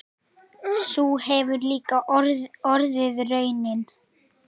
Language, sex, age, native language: Icelandic, male, 8, Icelandic